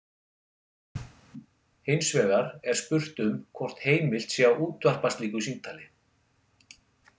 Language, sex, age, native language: Icelandic, male, 40-49, Icelandic